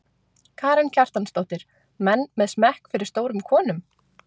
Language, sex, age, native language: Icelandic, female, 20-29, Icelandic